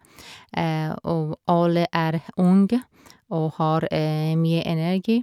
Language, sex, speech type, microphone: Norwegian, female, spontaneous, Shure